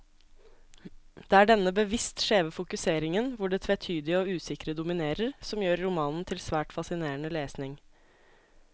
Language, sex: Norwegian, female